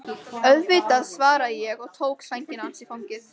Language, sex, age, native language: Icelandic, female, 13, Icelandic